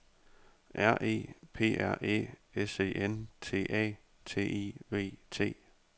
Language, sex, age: Danish, male, 30